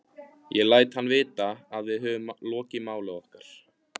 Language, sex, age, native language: Icelandic, male, 15, Icelandic